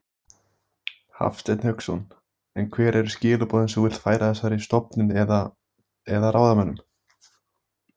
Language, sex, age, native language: Icelandic, male, 18-19, Icelandic